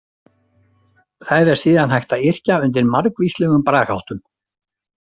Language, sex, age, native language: Icelandic, male, 60-69, Icelandic